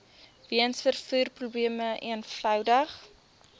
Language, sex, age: Afrikaans, female, 23